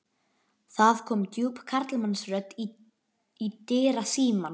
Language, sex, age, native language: Icelandic, male, 11, Icelandic